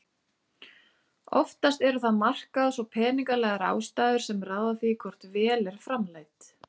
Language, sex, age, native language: Icelandic, female, 30-39, Icelandic